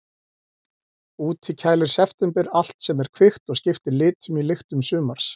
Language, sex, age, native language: Icelandic, male, 40-49, Icelandic